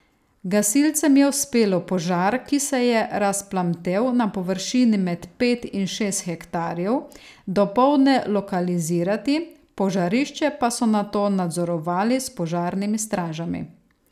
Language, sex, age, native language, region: Slovenian, female, 30-49, Slovenian, Savinja region